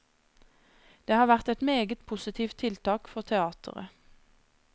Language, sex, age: Norwegian, female, 26